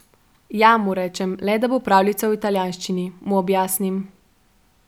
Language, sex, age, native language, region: Slovenian, female, 12-17, Slovenian, Central Slovenia